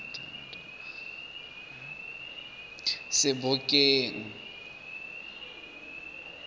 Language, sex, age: Tswana, male, 23